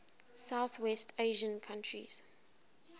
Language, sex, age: English, female, 20